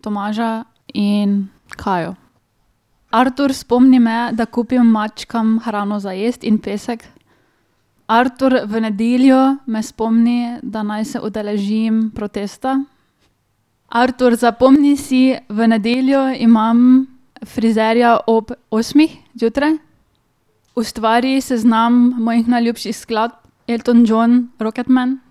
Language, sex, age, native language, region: Slovenian, female, 18-29, Slovenian, Drava region